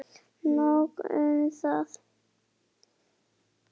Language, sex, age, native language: Icelandic, female, 8, Icelandic